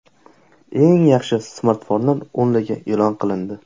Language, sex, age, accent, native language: Uzbek, male, 18-24, Qashqadaryo, Uzbek